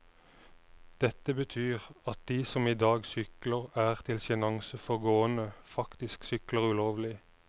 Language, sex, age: Norwegian, male, 29